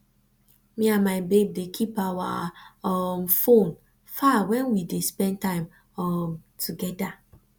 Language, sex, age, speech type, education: Nigerian Pidgin, female, 15-29, spontaneous, tertiary